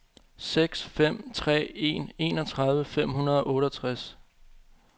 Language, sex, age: Danish, male, 25